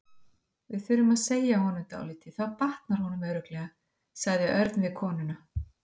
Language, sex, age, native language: Icelandic, female, 50-59, Icelandic